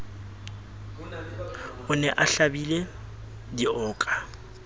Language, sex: Southern Sotho, male